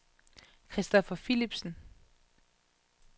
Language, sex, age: Danish, female, 31